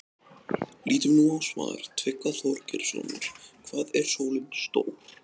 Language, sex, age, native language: Icelandic, male, 20-29, Icelandic